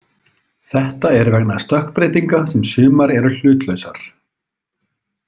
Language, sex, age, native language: Icelandic, male, 30-39, Icelandic